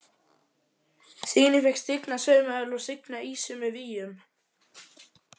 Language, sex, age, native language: Icelandic, male, 11, Icelandic